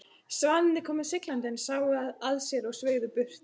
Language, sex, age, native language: Icelandic, female, 14, Icelandic